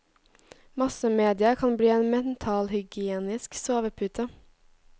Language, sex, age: Norwegian, female, 18